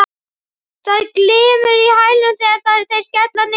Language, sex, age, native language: Icelandic, female, 12, Icelandic